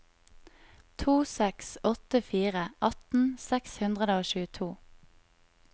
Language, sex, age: Norwegian, female, 25